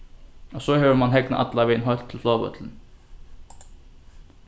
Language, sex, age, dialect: Faroese, male, 15-35, Norðurstreymoy/Eysturoy